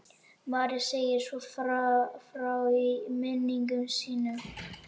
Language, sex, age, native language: Icelandic, male, 12, Icelandic